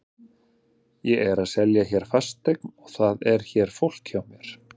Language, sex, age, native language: Icelandic, male, 30-39, Icelandic